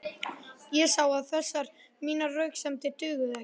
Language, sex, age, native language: Icelandic, male, 11, Icelandic